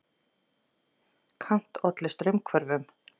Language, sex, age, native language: Icelandic, female, 40-49, Icelandic